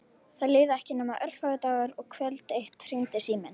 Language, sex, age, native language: Icelandic, female, 18-19, Icelandic